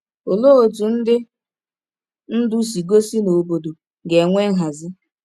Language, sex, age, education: Igbo, female, 15-29, tertiary